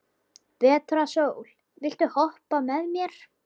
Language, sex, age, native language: Icelandic, male, 11, Icelandic